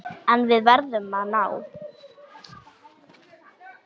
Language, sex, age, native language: Icelandic, female, 9, Icelandic